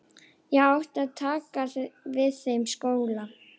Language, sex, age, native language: Icelandic, female, 11, Icelandic